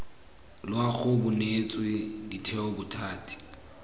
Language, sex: Tswana, male